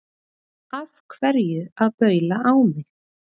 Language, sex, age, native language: Icelandic, female, 30-39, Icelandic